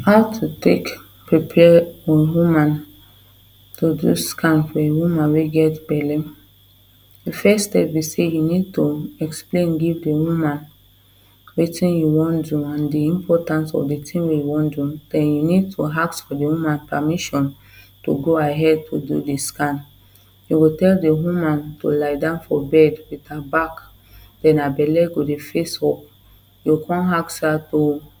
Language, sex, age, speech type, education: Nigerian Pidgin, female, 30-45, spontaneous, tertiary